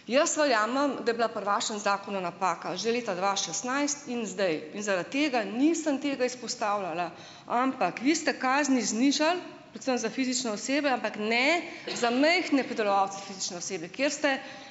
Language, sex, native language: Slovenian, female, Slovenian